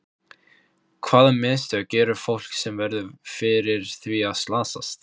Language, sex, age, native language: Icelandic, male, 15, Icelandic